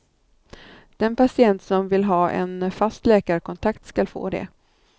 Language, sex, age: Swedish, female, 39